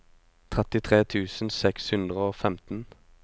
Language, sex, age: Norwegian, male, 25